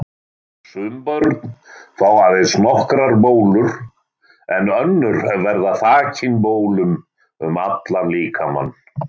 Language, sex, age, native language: Icelandic, male, 60-69, Icelandic